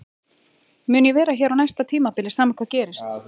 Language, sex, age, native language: Icelandic, female, 30-39, Icelandic